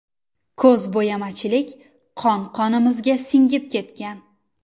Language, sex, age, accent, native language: Uzbek, female, 19-29, Surxondaryo, Uzbek